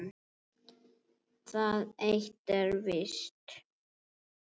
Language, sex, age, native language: Icelandic, female, 7, Icelandic